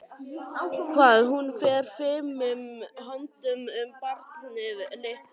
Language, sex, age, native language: Icelandic, male, 11, Icelandic